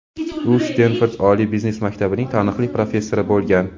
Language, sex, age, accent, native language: Uzbek, male, 18-24, Toshkent viloyati, Uzbek